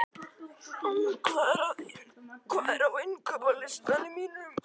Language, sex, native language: Icelandic, male, Icelandic